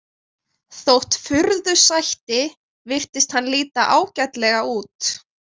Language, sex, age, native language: Icelandic, female, 20-29, Icelandic